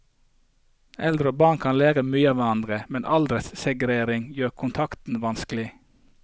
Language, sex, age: Norwegian, male, 48